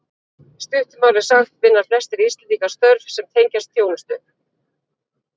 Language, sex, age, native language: Icelandic, female, 40-49, Icelandic